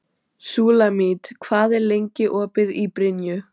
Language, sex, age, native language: Icelandic, female, 12, Icelandic